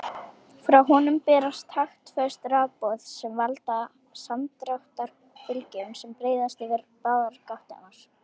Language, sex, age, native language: Icelandic, female, 18-19, Icelandic